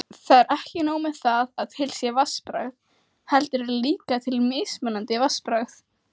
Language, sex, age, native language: Icelandic, female, 18-19, Icelandic